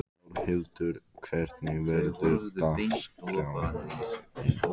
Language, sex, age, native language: Icelandic, male, 15, Icelandic